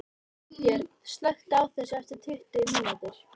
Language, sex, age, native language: Icelandic, female, 18-19, Icelandic